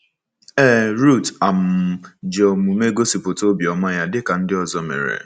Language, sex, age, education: Igbo, male, 15-29, secondary